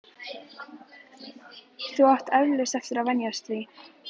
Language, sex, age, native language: Icelandic, female, 11, Icelandic